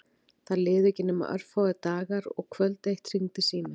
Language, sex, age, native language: Icelandic, female, 40-49, Icelandic